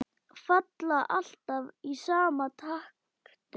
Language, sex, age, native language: Icelandic, female, 10, Icelandic